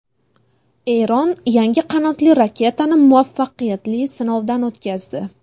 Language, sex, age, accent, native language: Uzbek, female, 18-24, Buxoro, Uzbek